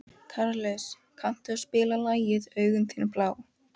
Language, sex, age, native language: Icelandic, female, 11, Icelandic